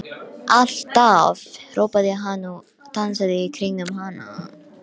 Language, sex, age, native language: Icelandic, female, 12, Icelandic